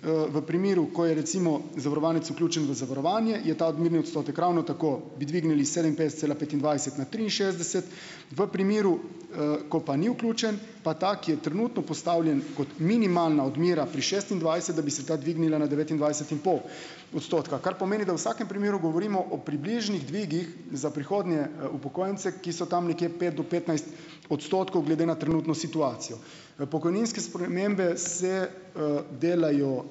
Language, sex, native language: Slovenian, male, Slovenian